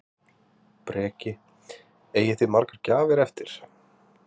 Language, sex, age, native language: Icelandic, male, 30-39, Icelandic